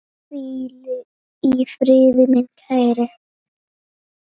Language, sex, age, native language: Icelandic, female, 9, Icelandic